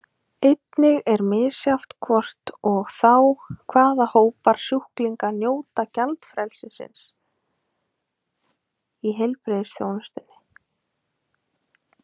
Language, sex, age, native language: Icelandic, female, 20-29, Icelandic